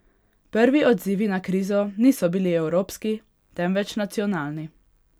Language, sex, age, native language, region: Slovenian, female, 18-29, Hungarian, Pomurje region